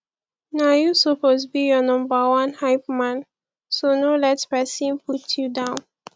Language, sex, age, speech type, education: Nigerian Pidgin, female, 15-29, spontaneous, tertiary